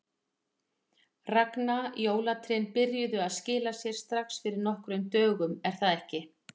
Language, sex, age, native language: Icelandic, female, 40-49, Icelandic